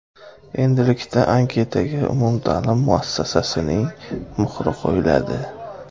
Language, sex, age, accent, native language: Uzbek, male, 18-24, Toshkent viloyati, Uzbek